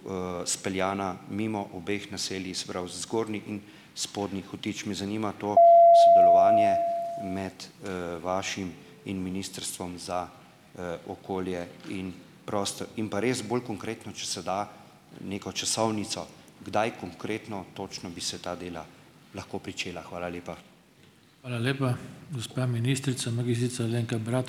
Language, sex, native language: Slovenian, male, Slovenian